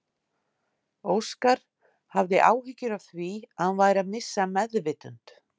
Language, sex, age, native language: Icelandic, female, 50-59, Icelandic